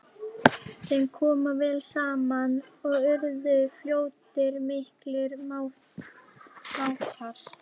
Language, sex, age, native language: Icelandic, female, 11, Icelandic